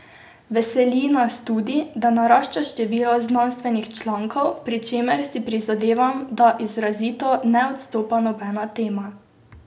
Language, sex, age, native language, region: Slovenian, female, 18-29, Slovenian, Drava region